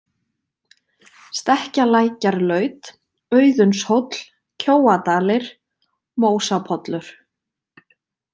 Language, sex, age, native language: Icelandic, female, 20-29, Icelandic